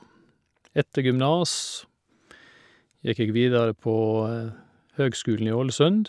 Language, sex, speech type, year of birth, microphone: Norwegian, male, spontaneous, 1961, Shure